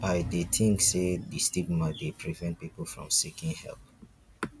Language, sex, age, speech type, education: Nigerian Pidgin, male, 15-29, spontaneous, tertiary